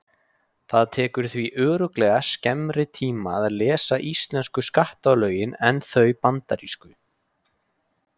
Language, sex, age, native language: Icelandic, male, 20-29, Icelandic